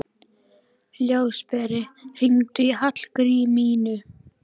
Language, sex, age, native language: Icelandic, female, 11, Icelandic